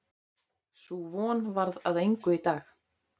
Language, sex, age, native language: Icelandic, female, 30-39, Icelandic